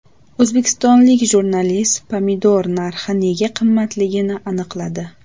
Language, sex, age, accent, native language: Uzbek, female, 18-24, Namangan, Uzbek